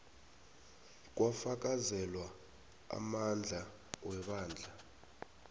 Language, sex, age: South Ndebele, male, 19